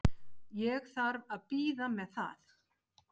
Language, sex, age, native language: Icelandic, female, 50-59, Icelandic